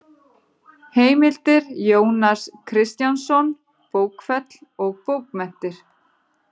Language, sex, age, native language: Icelandic, female, 40-49, Icelandic